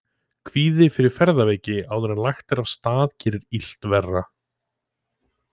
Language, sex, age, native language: Icelandic, male, 20-29, Icelandic